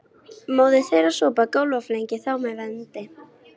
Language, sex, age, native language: Icelandic, female, 18-19, Icelandic